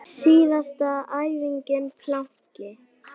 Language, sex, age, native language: Icelandic, female, 9, Icelandic